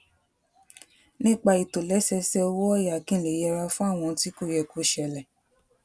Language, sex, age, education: Yoruba, female, 15-29, tertiary